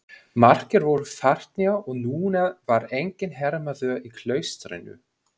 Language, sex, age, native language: Icelandic, male, 20-29, German